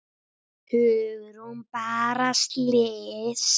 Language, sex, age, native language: Icelandic, female, 9, Icelandic